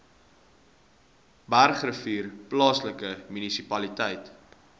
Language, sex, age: Afrikaans, male, 19